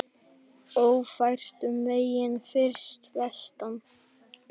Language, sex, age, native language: Icelandic, other, 60-69, Icelandic